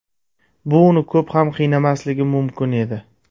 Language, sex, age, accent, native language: Uzbek, male, 25-34, Surxondaryo, Uzbek